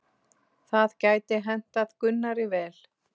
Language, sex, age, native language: Icelandic, female, 6, Icelandic